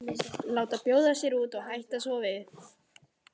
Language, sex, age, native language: Icelandic, male, 14, Icelandic